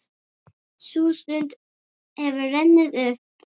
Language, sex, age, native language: Icelandic, female, 8, Icelandic